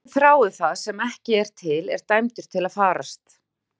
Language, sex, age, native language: Icelandic, female, 40-49, Icelandic